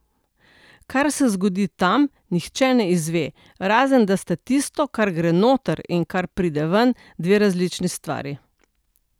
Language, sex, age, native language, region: Slovenian, female, 60+, Slovenian, Central Slovenia